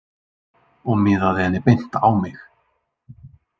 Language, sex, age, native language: Icelandic, male, 20-29, Icelandic